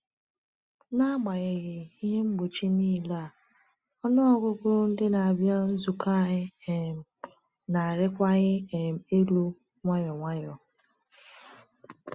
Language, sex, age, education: Igbo, female, 30-45, tertiary